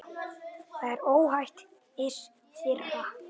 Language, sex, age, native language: Icelandic, male, 8, Icelandic